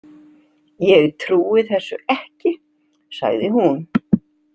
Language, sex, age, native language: Icelandic, female, 60-69, Icelandic